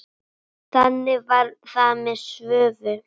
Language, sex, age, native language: Icelandic, female, 9, Icelandic